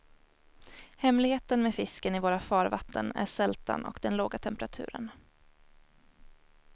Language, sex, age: Swedish, female, 21